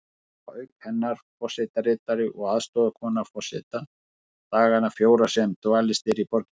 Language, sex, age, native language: Icelandic, male, 50-59, Icelandic